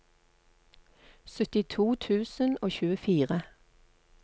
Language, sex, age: Norwegian, female, 48